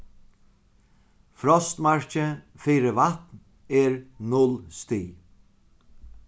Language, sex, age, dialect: Faroese, male, 36-60, Sandoy